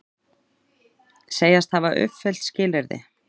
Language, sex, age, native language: Icelandic, female, 30-39, Icelandic